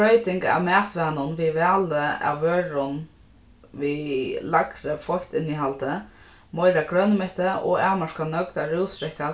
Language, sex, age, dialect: Faroese, female, 15-35, Norðurstreymoy/Eysturoy